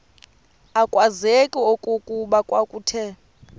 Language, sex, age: Xhosa, female, 28